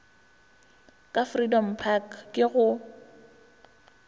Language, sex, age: Northern Sotho, female, 21